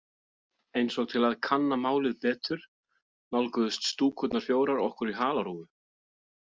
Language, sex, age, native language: Icelandic, male, 40-49, Icelandic